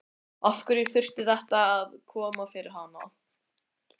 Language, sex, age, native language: Icelandic, male, 13, Icelandic